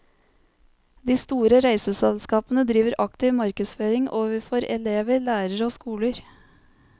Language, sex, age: Norwegian, female, 30